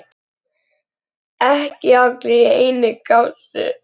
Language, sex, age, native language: Icelandic, male, 10, Icelandic